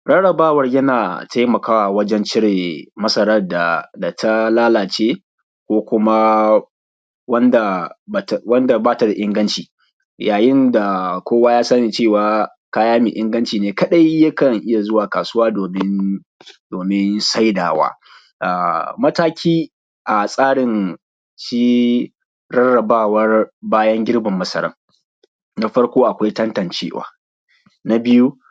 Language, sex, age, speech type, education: Hausa, male, 15-29, spontaneous, primary